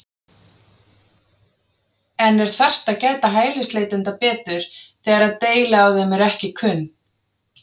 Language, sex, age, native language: Icelandic, female, 30-39, Icelandic